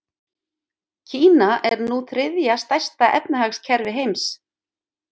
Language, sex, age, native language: Icelandic, female, 50-59, Icelandic